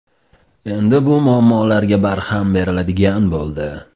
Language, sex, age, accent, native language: Uzbek, male, 25-34, Toshkent shahri, Uzbek